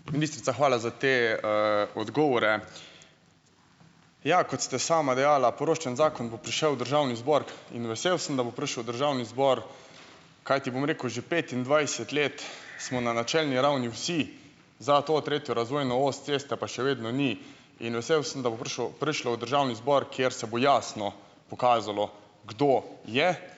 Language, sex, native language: Slovenian, male, Slovenian